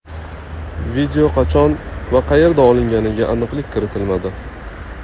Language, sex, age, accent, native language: Uzbek, male, 25-34, Toshkent viloyati, Uzbek